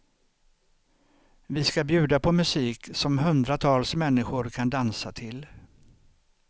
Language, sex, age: Swedish, male, 63